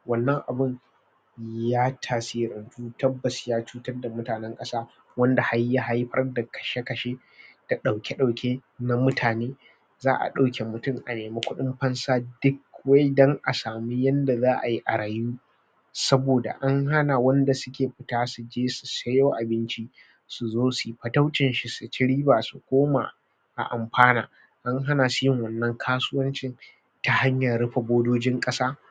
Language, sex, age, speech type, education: Hausa, male, 30-45, spontaneous, tertiary